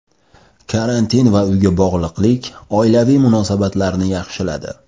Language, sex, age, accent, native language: Uzbek, male, 25-34, Toshkent shahri, Uzbek